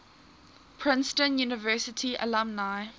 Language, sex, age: English, female, 18